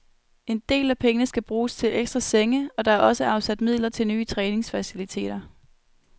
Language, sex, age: Danish, female, 21